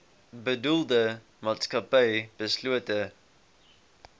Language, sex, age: Afrikaans, male, 18